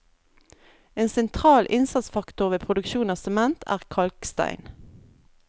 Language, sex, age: Norwegian, female, 32